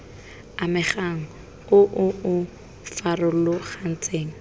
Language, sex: Tswana, female